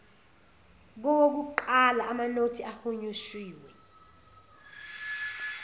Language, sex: Zulu, female